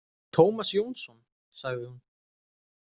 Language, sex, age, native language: Icelandic, male, 20-29, Icelandic